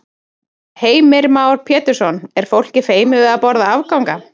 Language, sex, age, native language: Icelandic, female, 30-39, Icelandic